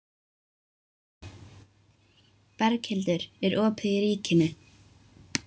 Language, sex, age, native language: Icelandic, female, 12, Icelandic